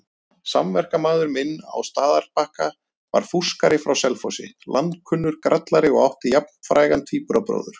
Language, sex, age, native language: Icelandic, male, 30-39, Icelandic